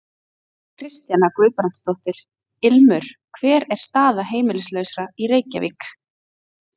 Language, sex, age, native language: Icelandic, female, 30-39, Icelandic